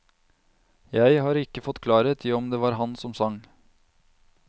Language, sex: Norwegian, male